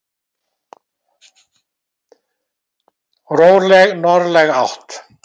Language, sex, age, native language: Icelandic, male, 70-79, Icelandic